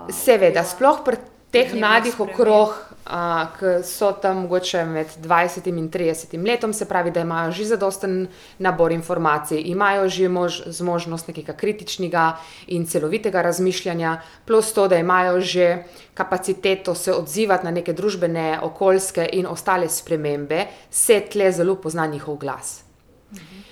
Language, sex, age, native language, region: Slovenian, female, 30-49, Slovenian, Primorsko-notranjska region